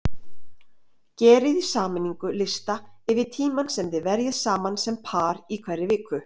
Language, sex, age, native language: Icelandic, female, 30-39, Icelandic